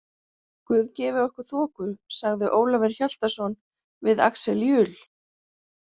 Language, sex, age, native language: Icelandic, female, 40-49, Icelandic